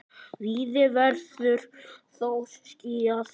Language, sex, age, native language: Icelandic, male, 9, Icelandic